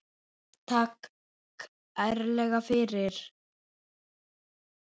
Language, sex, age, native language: Icelandic, male, 7, Icelandic